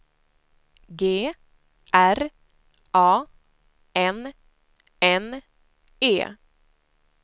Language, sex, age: Swedish, female, 25